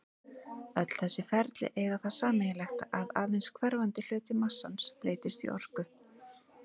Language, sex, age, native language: Icelandic, female, 40-49, Icelandic